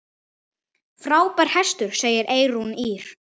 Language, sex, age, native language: Icelandic, male, 9, Icelandic